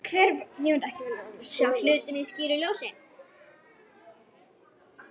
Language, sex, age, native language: Icelandic, female, 10, Icelandic